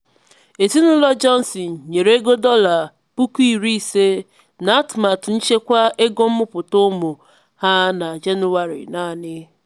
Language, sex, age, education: Igbo, female, 15-29, tertiary